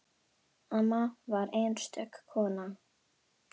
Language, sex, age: Icelandic, female, 10